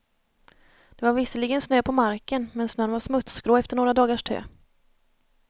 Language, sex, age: Swedish, female, 30